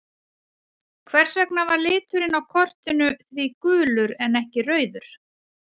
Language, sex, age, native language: Icelandic, female, 40-49, Icelandic